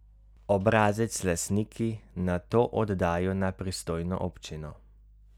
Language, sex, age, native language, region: Slovenian, male, 30-49, Slovenian, Carinthia region